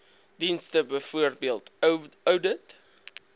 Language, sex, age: Afrikaans, male, 22